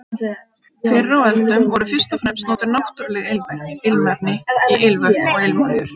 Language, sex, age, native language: Icelandic, female, 50-59, Icelandic